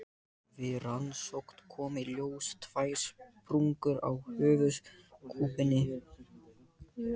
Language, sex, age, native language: Icelandic, male, 13, Icelandic